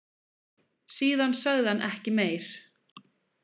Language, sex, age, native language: Icelandic, female, 20-29, Icelandic